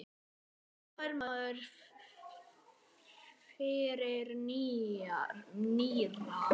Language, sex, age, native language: Icelandic, male, 9, Icelandic